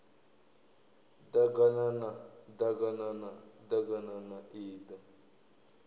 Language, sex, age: Venda, male, 23